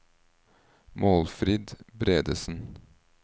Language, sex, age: Norwegian, male, 38